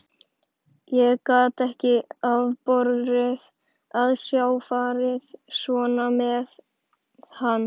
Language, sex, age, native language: Icelandic, male, 11, Icelandic